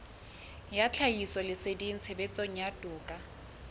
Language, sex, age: Southern Sotho, female, 20